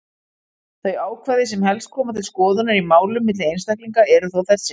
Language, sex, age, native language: Icelandic, female, 40-49, Icelandic